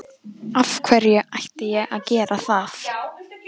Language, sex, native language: Icelandic, female, Icelandic